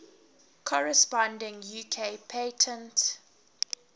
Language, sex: English, female